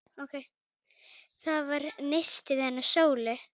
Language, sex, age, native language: Icelandic, female, 9, Icelandic